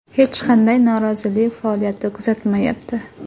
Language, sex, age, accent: Uzbek, female, 18-24, Qoraqalpog'iston